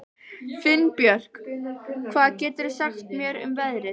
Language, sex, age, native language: Icelandic, female, 12, Icelandic